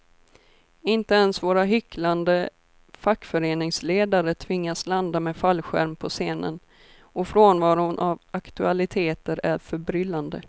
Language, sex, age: Swedish, female, 24